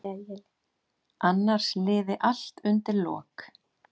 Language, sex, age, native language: Icelandic, female, 8, Icelandic